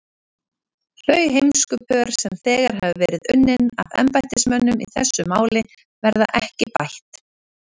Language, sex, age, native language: Icelandic, female, 30-39, Icelandic